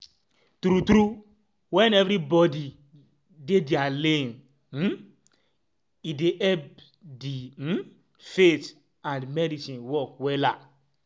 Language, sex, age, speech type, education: Nigerian Pidgin, male, 15-29, spontaneous, tertiary